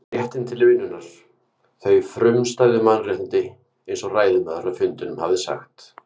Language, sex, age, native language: Icelandic, male, 50-59, Icelandic